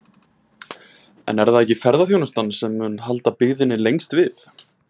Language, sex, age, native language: Icelandic, male, 20-29, Icelandic